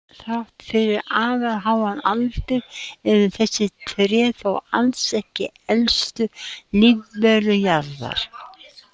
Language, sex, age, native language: Icelandic, female, 70-79, Icelandic